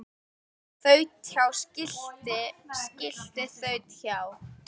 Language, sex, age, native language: Icelandic, female, 12, Icelandic